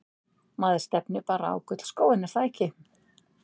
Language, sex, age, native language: Icelandic, female, 60-69, Icelandic